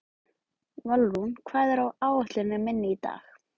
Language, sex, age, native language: Icelandic, male, 12, Icelandic